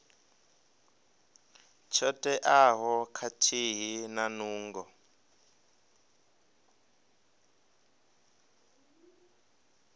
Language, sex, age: Venda, male, 23